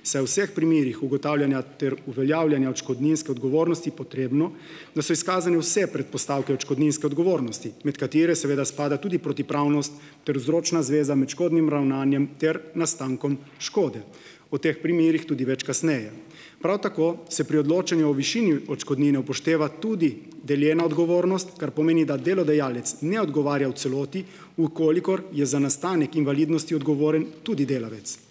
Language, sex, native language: Slovenian, male, Slovenian